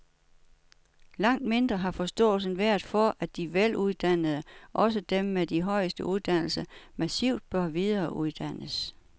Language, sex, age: Danish, female, 61